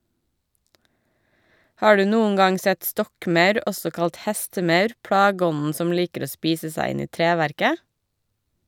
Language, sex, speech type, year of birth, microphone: Norwegian, female, read, 1982, Shure